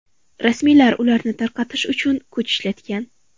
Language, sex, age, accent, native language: Uzbek, female, 18-24, Farg'ona, Uzbek